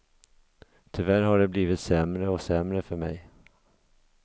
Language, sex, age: Swedish, male, 50